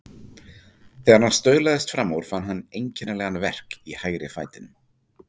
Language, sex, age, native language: Icelandic, male, 40-49, Icelandic